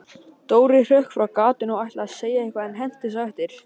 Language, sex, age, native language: Icelandic, male, 18-19, Icelandic